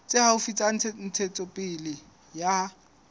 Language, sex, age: Southern Sotho, male, 20